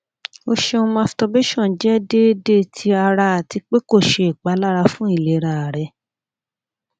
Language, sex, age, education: Yoruba, female, 30-45, tertiary